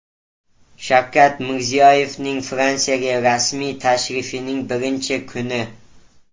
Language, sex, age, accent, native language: Uzbek, male, 18-24, Toshkent viloyati, Uzbek